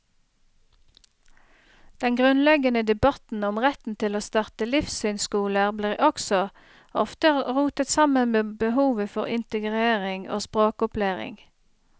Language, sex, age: Norwegian, female, 30